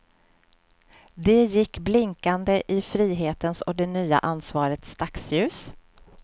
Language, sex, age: Swedish, female, 46